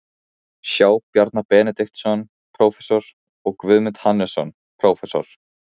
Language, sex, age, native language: Icelandic, male, 15, Icelandic